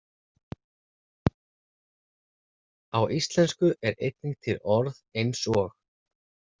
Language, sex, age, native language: Icelandic, male, 30-39, Icelandic